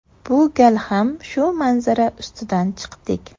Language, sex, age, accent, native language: Uzbek, female, 18-24, Surxondaryo, Uzbek